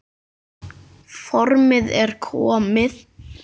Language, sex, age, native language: Icelandic, male, 9, Icelandic